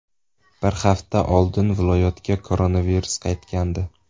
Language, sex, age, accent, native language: Uzbek, male, 18-24, Surxondaryo, Uzbek